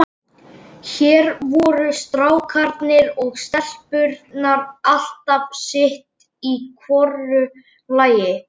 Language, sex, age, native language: Icelandic, male, 11, Icelandic